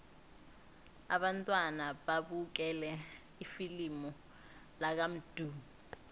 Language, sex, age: South Ndebele, female, 19